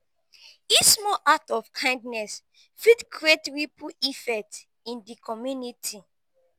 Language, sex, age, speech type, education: Nigerian Pidgin, female, 15-29, spontaneous, tertiary